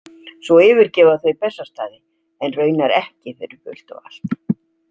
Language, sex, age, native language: Icelandic, female, 60-69, Icelandic